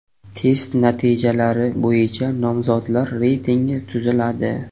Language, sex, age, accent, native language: Uzbek, male, 25-34, Qashqadaryo, Uzbek